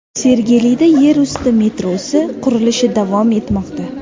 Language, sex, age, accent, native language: Uzbek, female, under 19, Sirdaryo, Uzbek